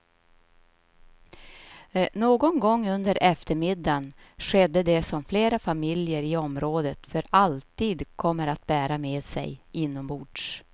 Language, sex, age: Swedish, female, 53